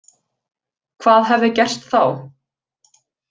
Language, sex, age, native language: Icelandic, female, 20-29, Icelandic